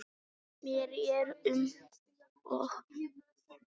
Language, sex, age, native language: Icelandic, female, 18-19, Icelandic